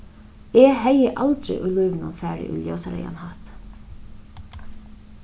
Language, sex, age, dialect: Faroese, female, 36-60, Suðurstreymoy